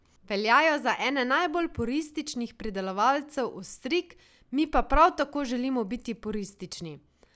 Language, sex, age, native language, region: Slovenian, female, 18-29, Slovenian, Savinja region